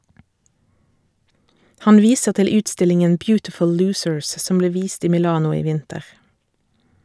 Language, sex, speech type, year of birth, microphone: Norwegian, female, read, 1984, Shure